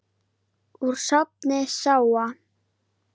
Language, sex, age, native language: Icelandic, female, 9, Icelandic